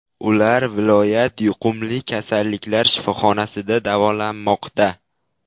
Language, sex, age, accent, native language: Uzbek, male, 12-17, Qashqadaryo, Uzbek